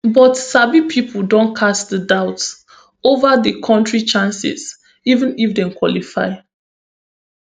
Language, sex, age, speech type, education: Nigerian Pidgin, female, 15-29, spontaneous, tertiary